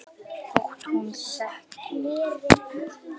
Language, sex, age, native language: Icelandic, male, 7, Icelandic